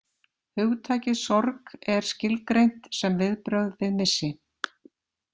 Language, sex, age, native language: Icelandic, female, 50-59, Icelandic